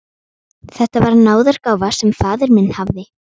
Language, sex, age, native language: Icelandic, female, 12, Icelandic